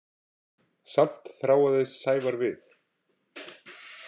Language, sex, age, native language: Icelandic, male, 40-49, Icelandic